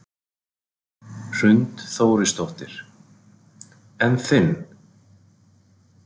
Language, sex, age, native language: Icelandic, male, 40-49, Icelandic